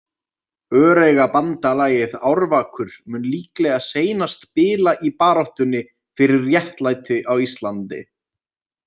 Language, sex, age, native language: Icelandic, male, 20-29, Icelandic